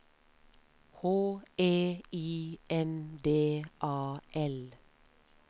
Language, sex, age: Norwegian, female, 33